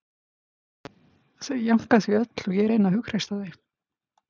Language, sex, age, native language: Icelandic, female, 50-59, Icelandic